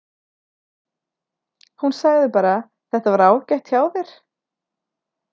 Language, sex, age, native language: Icelandic, female, 30-39, Icelandic